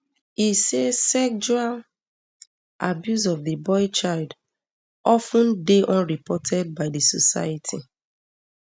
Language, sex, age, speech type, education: Nigerian Pidgin, female, 30-45, spontaneous, tertiary